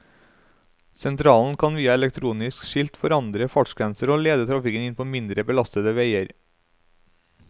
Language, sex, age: Norwegian, male, 35